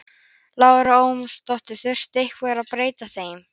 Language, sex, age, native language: Icelandic, female, 13, Icelandic